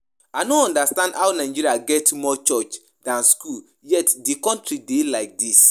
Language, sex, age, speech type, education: Nigerian Pidgin, male, 15-29, spontaneous, tertiary